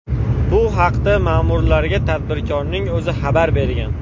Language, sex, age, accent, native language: Uzbek, male, 18-24, Andijon, Uzbek